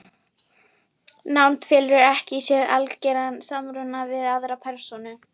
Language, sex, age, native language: Icelandic, female, 11, Polish